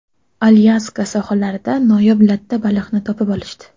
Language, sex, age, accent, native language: Uzbek, female, 12-17, Toshkent shahri, Uzbek